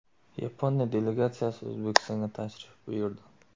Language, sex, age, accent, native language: Uzbek, male, 18-24, Surxondaryo, Uzbek